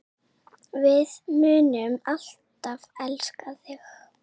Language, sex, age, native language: Icelandic, female, 7, Icelandic